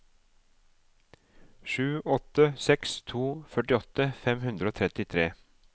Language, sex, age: Norwegian, male, 37